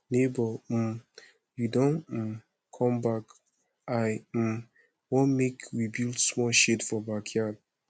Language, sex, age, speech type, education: Nigerian Pidgin, male, 15-29, spontaneous, secondary